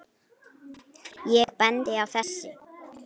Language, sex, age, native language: Icelandic, female, 9, Icelandic